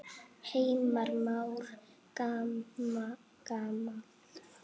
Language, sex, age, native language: Icelandic, female, 8, Icelandic